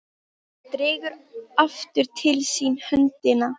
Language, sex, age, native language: Icelandic, female, 13, Icelandic